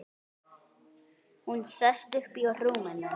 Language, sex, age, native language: Icelandic, male, 8, Icelandic